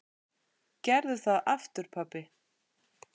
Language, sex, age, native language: Icelandic, female, 8, Icelandic